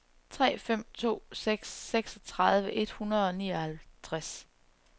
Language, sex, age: Danish, female, 34